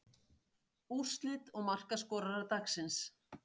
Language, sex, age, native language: Icelandic, female, 60-69, Icelandic